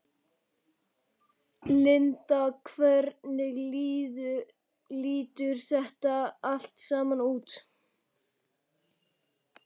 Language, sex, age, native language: Icelandic, male, 12, Icelandic